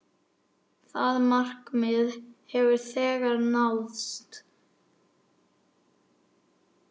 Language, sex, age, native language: Icelandic, male, 9, Icelandic